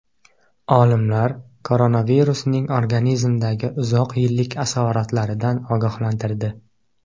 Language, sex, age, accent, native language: Uzbek, male, 18-24, Qashqadaryo, Uzbek